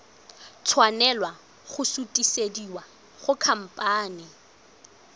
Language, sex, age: Tswana, female, 22